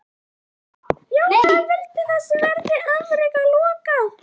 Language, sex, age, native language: Icelandic, male, 11, Icelandic